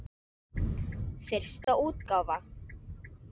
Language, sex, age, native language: Icelandic, female, 7, Icelandic